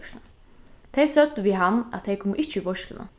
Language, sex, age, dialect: Faroese, female, 15-35, Norðurstreymoy/Eysturoy